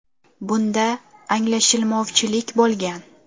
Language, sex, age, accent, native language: Uzbek, female, under 19, Toshkent shahri, Uzbek